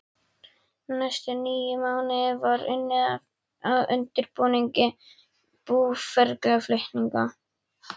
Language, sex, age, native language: Icelandic, female, 11, Icelandic